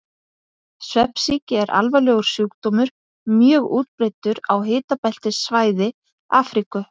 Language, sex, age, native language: Icelandic, female, 50-59, Icelandic